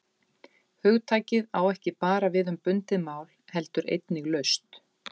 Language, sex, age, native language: Icelandic, female, 40-49, Icelandic